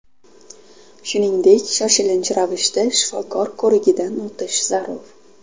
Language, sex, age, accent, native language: Uzbek, female, 12-17, Toshkent viloyati, Uzbek